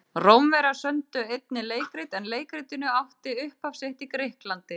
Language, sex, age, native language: Icelandic, female, 30-39, Icelandic